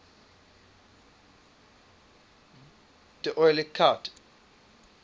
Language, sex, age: English, male, 22